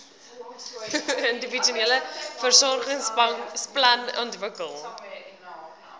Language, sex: Afrikaans, female